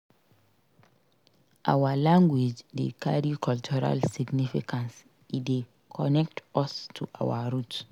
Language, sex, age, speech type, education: Nigerian Pidgin, female, 46-60, read, secondary